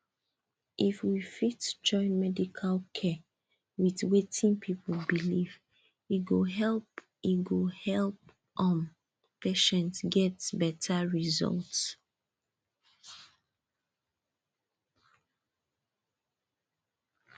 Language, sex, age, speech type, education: Nigerian Pidgin, female, 30-45, spontaneous, tertiary